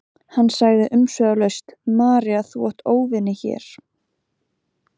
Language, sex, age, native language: Icelandic, female, 20-29, Icelandic